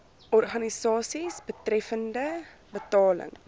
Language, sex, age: Afrikaans, female, 23